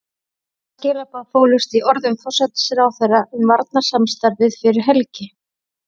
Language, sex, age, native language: Icelandic, female, 30-39, Icelandic